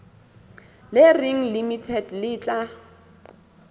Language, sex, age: Southern Sotho, female, 27